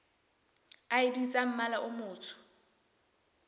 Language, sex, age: Southern Sotho, female, 23